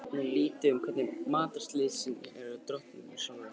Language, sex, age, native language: Icelandic, male, 20-29, Icelandic